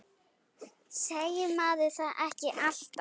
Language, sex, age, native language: Icelandic, female, 8, Icelandic